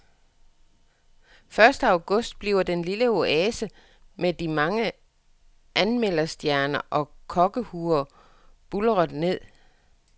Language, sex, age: Danish, female, 61